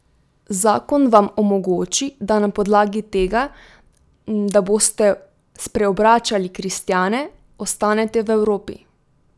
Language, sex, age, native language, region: Slovenian, female, 18-29, Slovenian, Drava region